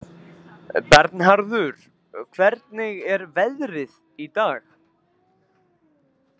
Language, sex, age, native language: Icelandic, male, 20-29, Icelandic